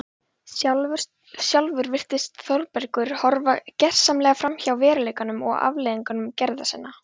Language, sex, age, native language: Icelandic, female, 12, Icelandic